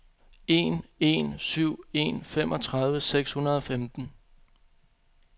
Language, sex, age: Danish, male, 25